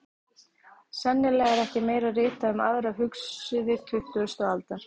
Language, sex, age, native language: Icelandic, female, 30-39, Icelandic